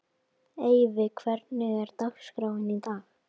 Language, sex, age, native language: Icelandic, female, 12, Icelandic